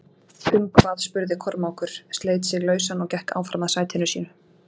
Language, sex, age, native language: Icelandic, female, 40-49, Icelandic